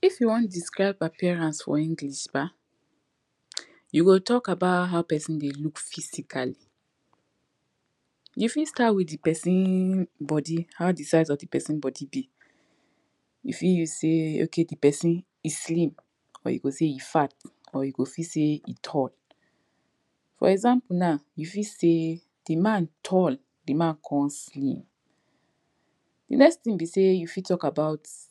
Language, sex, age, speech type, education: Nigerian Pidgin, female, 15-29, spontaneous, tertiary